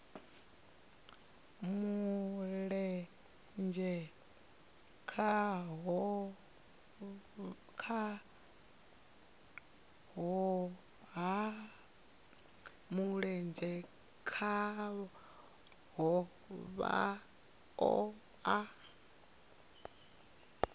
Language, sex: Venda, female